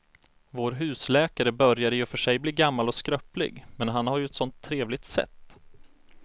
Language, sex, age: Swedish, male, 34